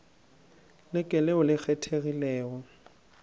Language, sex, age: Northern Sotho, male, 19